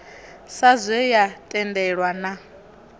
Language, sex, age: Venda, female, 21